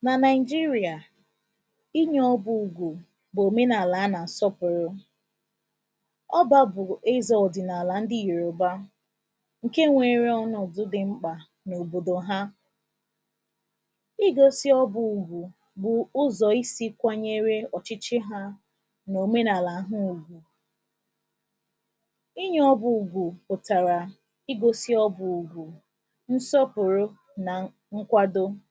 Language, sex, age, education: Igbo, female, 15-29, tertiary